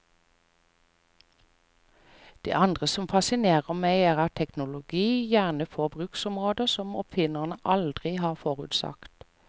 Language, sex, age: Norwegian, female, 45